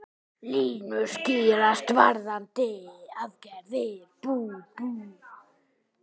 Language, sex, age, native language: Icelandic, male, 18-19, Icelandic